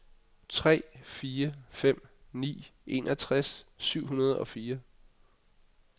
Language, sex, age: Danish, male, 25